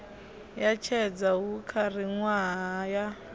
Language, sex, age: Venda, female, 21